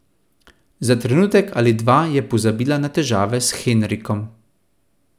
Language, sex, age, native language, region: Slovenian, male, 30-49, Slovenian, Central Slovenia